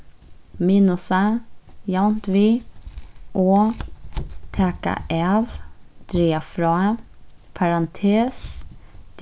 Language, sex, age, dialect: Faroese, female, 15-35, Suðurstreymoy